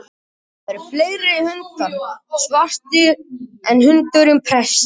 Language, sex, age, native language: Icelandic, male, 18-19, Icelandic